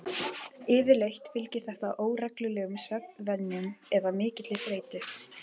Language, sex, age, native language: Icelandic, female, 18-19, Icelandic